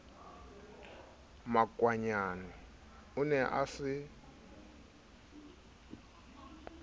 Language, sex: Southern Sotho, male